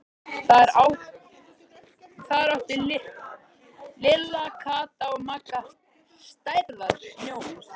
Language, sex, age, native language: Icelandic, male, 13, Icelandic